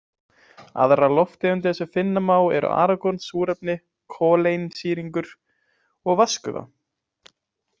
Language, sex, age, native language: Icelandic, male, 20-29, Icelandic